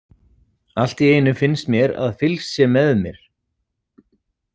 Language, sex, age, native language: Icelandic, male, 40-49, Icelandic